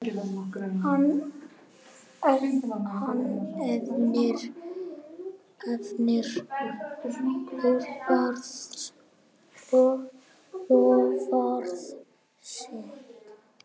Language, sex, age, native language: Icelandic, male, 10, Icelandic